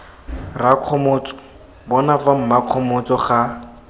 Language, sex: Tswana, male